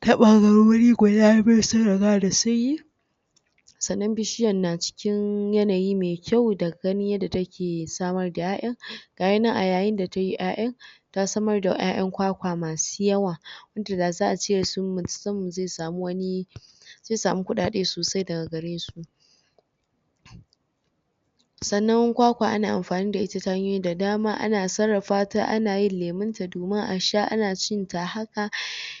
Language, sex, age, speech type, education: Hausa, female, 46-60, spontaneous, tertiary